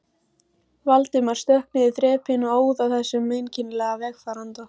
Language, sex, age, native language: Icelandic, female, 14, Icelandic